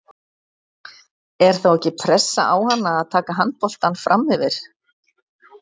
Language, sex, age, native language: Icelandic, female, 60-69, Icelandic